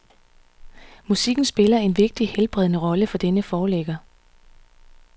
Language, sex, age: Danish, female, 39